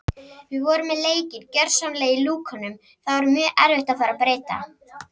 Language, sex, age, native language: Icelandic, female, 30-39, Icelandic